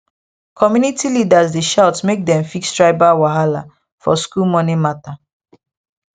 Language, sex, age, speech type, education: Nigerian Pidgin, female, 15-29, spontaneous, secondary